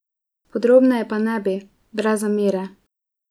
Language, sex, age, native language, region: Slovenian, female, 18-29, Slovenian, Drava region